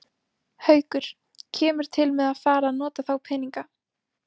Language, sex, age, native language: Icelandic, female, 18-19, Icelandic